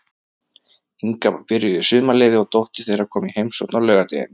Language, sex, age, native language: Icelandic, male, 30-39, Icelandic